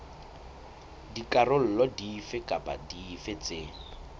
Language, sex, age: Southern Sotho, male, 21